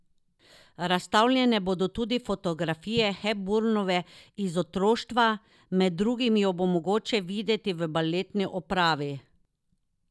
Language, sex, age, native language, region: Slovenian, female, 50-59, Slovenian, Drava region